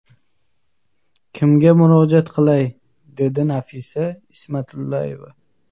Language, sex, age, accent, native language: Uzbek, male, 25-34, Sirdaryo, Uzbek